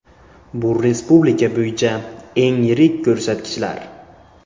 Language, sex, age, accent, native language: Uzbek, male, 18-24, Buxoro, Uzbek